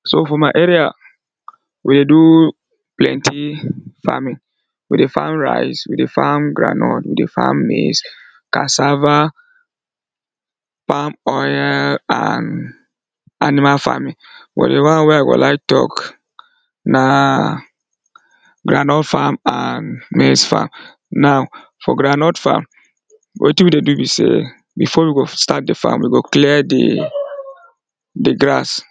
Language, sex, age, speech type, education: Nigerian Pidgin, male, 30-45, spontaneous, tertiary